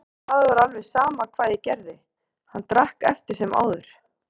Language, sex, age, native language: Icelandic, female, 30-39, Icelandic